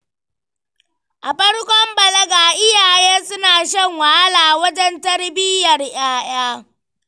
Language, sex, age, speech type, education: Hausa, female, 15-29, read, primary